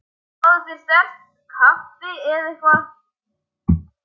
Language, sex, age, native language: Icelandic, male, 11, Icelandic